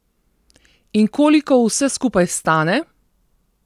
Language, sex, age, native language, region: Slovenian, female, 30-49, Slovenian, Southeast Slovenia